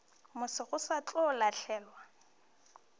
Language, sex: Northern Sotho, female